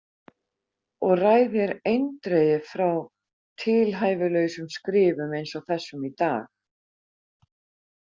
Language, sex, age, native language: Icelandic, female, 50-59, Icelandic